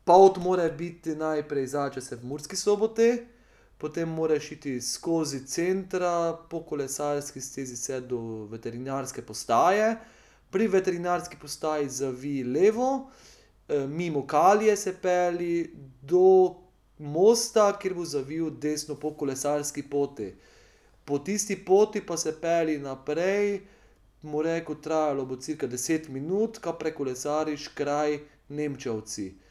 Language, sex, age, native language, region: Slovenian, male, 30-49, Slovenian, Pomurje region